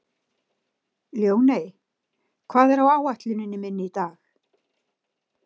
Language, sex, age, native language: Icelandic, female, 60-69, Icelandic